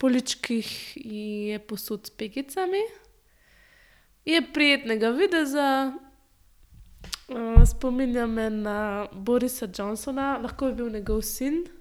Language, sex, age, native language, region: Slovenian, female, 18-29, Slovenian, Central Slovenia